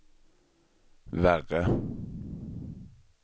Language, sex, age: Swedish, male, 23